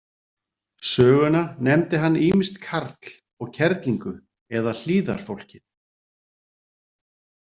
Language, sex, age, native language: Icelandic, male, 40-49, Icelandic